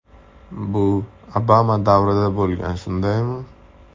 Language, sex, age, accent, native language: Uzbek, male, 18-24, Andijon, Uzbek